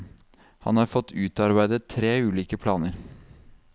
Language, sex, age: Norwegian, male, 32